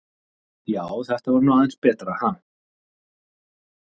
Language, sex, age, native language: Icelandic, male, 30-39, Icelandic